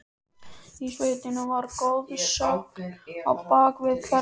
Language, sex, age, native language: Icelandic, male, 13, Icelandic